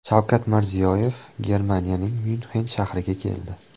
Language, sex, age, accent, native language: Uzbek, male, 25-34, Toshkent viloyati, Uzbek